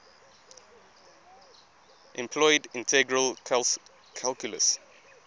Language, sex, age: English, male, 20